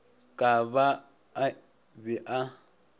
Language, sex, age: Northern Sotho, male, 26